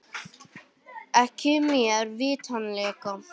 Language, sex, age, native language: Icelandic, male, 18-19, Icelandic